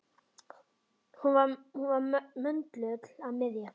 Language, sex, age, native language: Icelandic, male, 10, Icelandic